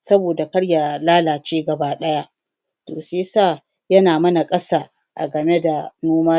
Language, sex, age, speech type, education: Hausa, female, 46-60, spontaneous, tertiary